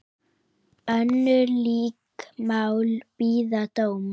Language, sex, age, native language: Icelandic, female, 9, Icelandic